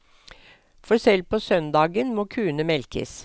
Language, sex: Norwegian, female